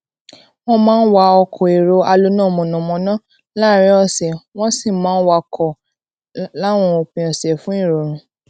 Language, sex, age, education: Yoruba, female, 15-29, tertiary